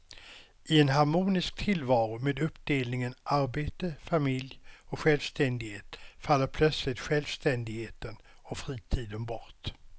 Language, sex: Swedish, male